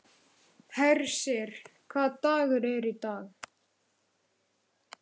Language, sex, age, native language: Icelandic, male, 11, Icelandic